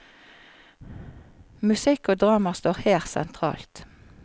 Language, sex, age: Norwegian, female, 54